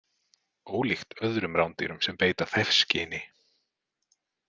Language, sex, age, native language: Icelandic, male, 30-39, Icelandic